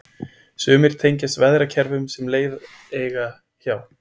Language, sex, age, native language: Icelandic, male, 20-29, Icelandic